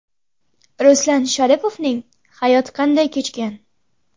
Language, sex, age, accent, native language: Uzbek, female, under 19, Xorazm, Uzbek